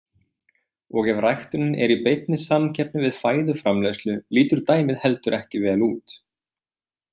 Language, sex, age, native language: Icelandic, male, 20-29, Icelandic